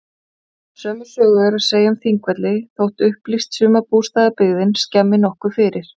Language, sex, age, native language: Icelandic, female, 40-49, Icelandic